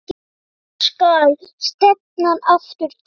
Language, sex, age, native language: Icelandic, male, 9, Icelandic